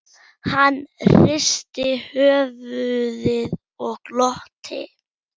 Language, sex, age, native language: Icelandic, male, 8, German